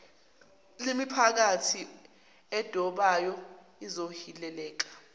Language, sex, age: Zulu, female, 19